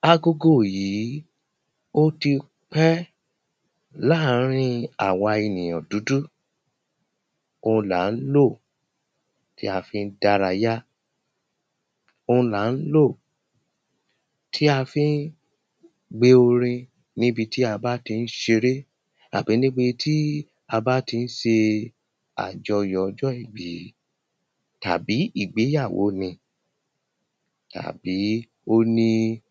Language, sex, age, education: Yoruba, male, 30-45, primary